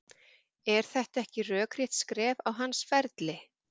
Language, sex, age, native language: Icelandic, female, 40-49, Icelandic